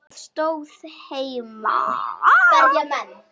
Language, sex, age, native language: Icelandic, female, 9, Icelandic